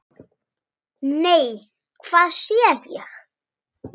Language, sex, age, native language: Icelandic, male, 6, Icelandic